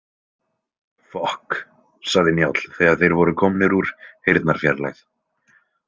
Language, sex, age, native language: Icelandic, male, 20-29, Icelandic